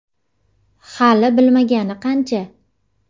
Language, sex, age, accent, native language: Uzbek, female, 25-34, Jizzax, Uzbek